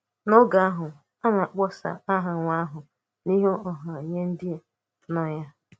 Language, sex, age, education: Igbo, female, 15-29, tertiary